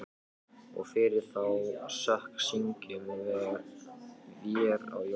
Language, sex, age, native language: Icelandic, male, 14, Icelandic